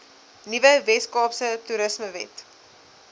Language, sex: Afrikaans, female